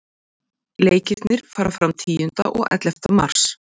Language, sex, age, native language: Icelandic, female, 40-49, Icelandic